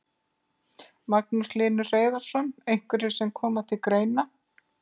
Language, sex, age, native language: Icelandic, female, 50-59, Icelandic